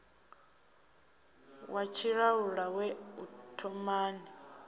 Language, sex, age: Venda, female, 19